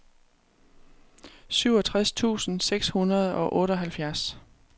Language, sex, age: Danish, female, 36